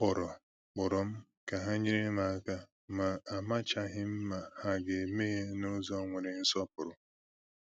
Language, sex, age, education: Igbo, male, 15-29, tertiary